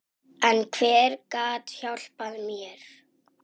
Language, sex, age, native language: Icelandic, male, 6, Icelandic